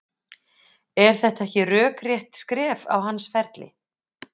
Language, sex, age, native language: Icelandic, female, 40-49, Icelandic